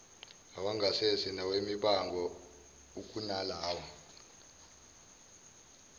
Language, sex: Zulu, male